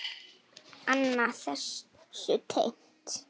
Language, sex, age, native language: Icelandic, female, 9, Icelandic